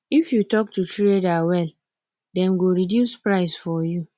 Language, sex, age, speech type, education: Nigerian Pidgin, female, 15-29, spontaneous, tertiary